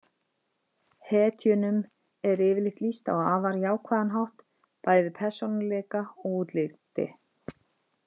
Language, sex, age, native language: Icelandic, female, 50-59, Icelandic